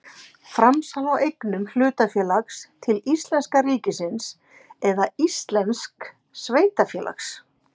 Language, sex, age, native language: Icelandic, female, 50-59, Icelandic